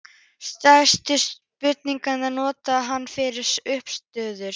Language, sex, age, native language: Icelandic, female, 13, Icelandic